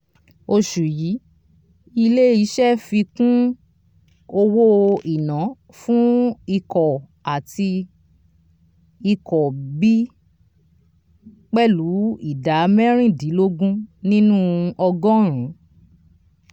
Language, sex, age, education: Yoruba, female, 30-45, tertiary